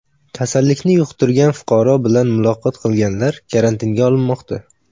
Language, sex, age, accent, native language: Uzbek, male, under 19, Samarqand, Uzbek